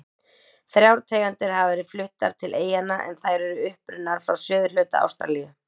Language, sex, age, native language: Icelandic, female, 20-29, Icelandic